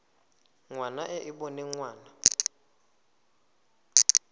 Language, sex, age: Tswana, male, 19